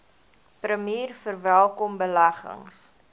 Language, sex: Afrikaans, female